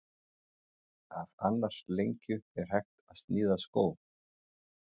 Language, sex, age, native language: Icelandic, male, 40-49, Icelandic